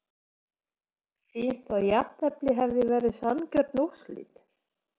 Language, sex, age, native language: Icelandic, female, 40-49, Polish